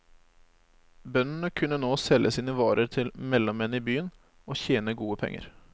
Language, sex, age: Norwegian, male, 25